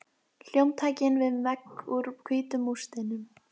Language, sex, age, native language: Icelandic, female, 12, Icelandic